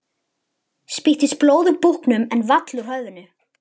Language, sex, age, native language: Icelandic, male, 11, Icelandic